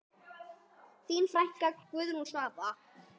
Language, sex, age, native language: Icelandic, female, 6, Icelandic